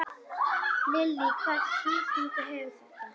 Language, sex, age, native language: Icelandic, female, 10, Icelandic